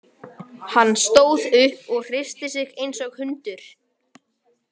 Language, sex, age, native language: Icelandic, male, 18-19, Icelandic